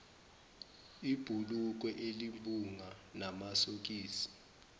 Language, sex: Zulu, male